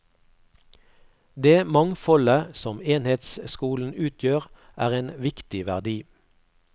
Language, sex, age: Norwegian, male, 48